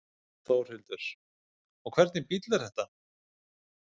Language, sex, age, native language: Icelandic, male, 50-59, Icelandic